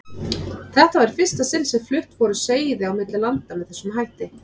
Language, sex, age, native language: Icelandic, female, 30-39, Icelandic